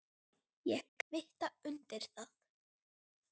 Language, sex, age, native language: Icelandic, female, 9, Icelandic